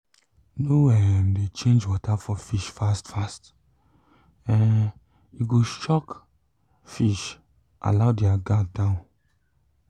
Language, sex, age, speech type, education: Nigerian Pidgin, male, 15-29, spontaneous, tertiary